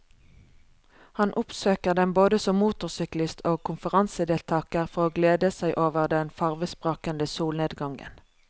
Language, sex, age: Norwegian, female, 36